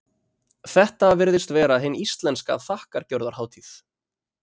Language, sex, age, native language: Icelandic, male, 30-39, Icelandic